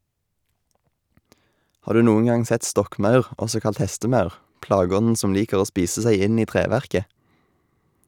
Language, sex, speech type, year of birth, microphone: Norwegian, male, read, 1990, Shure